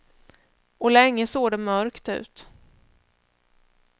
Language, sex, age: Swedish, female, 31